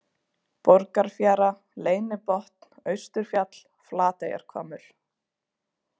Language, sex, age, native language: Icelandic, female, 20-29, Icelandic